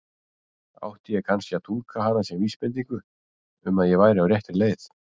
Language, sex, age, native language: Icelandic, male, 40-49, Icelandic